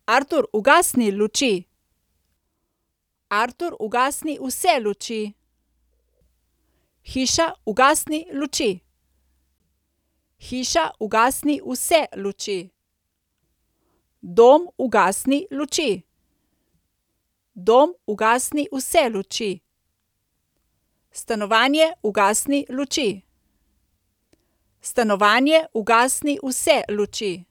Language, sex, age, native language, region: Slovenian, female, 30-49, Slovenian, Coastal Karst region